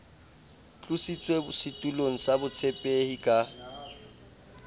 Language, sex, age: Southern Sotho, male, 30